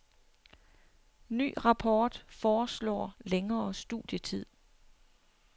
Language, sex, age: Danish, female, 60